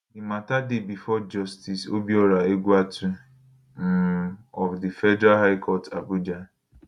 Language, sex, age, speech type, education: Nigerian Pidgin, male, 15-29, spontaneous, tertiary